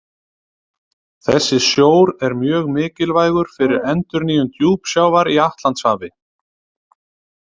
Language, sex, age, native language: Icelandic, male, 30-39, Icelandic